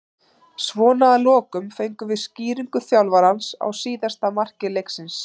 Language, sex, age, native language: Icelandic, female, 30-39, Icelandic